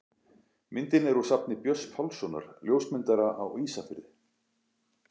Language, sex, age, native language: Icelandic, male, 40-49, Icelandic